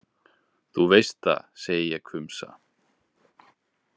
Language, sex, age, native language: Icelandic, male, 20-29, Icelandic